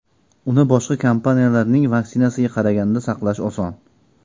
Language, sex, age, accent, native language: Uzbek, male, 25-34, Andijon, Uzbek